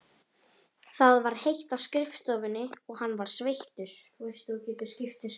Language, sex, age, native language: Icelandic, female, 18-19, Icelandic